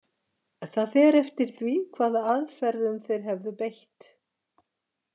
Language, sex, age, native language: Icelandic, female, 60-69, Icelandic